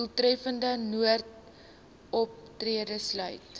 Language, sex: Afrikaans, female